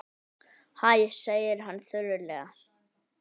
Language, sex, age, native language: Icelandic, male, 18-19, Icelandic